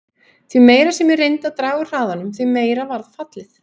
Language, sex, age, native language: Icelandic, female, 18-19, Icelandic